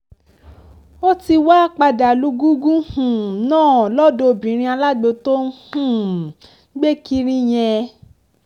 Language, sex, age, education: Yoruba, female, 15-29, tertiary